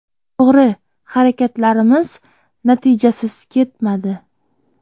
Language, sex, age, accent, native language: Uzbek, female, 25-34, Qoraqalpog'iston, Uzbek